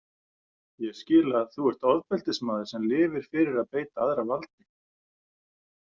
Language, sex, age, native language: Icelandic, male, 40-49, Icelandic